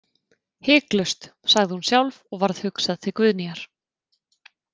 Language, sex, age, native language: Icelandic, female, 30-39, Icelandic